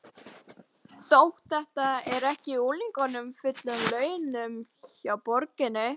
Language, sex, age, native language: Icelandic, female, 12, Icelandic